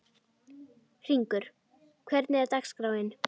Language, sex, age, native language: Icelandic, female, 12, Icelandic